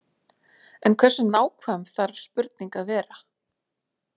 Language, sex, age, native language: Icelandic, female, 40-49, Icelandic